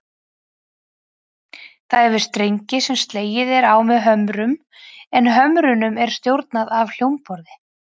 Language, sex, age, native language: Icelandic, female, 40-49, Icelandic